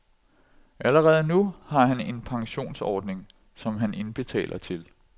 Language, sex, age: Danish, male, 46